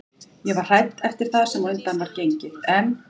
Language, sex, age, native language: Icelandic, female, 40-49, Icelandic